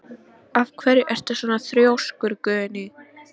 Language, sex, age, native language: Icelandic, female, 13, Polish